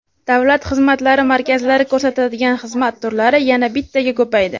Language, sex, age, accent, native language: Uzbek, female, 18-24, Samarqand, Uzbek